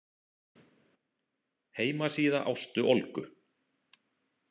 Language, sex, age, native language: Icelandic, male, 40-49, Icelandic